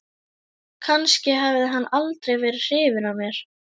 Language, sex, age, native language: Icelandic, female, 11, Icelandic